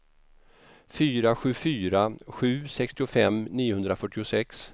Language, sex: Swedish, male